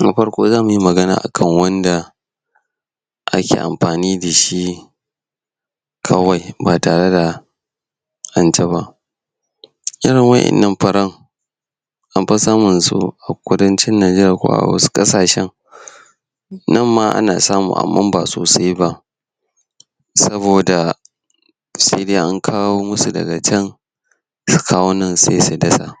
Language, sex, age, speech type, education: Hausa, male, 15-29, spontaneous, tertiary